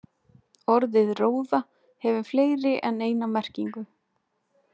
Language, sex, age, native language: Icelandic, female, 20-29, Icelandic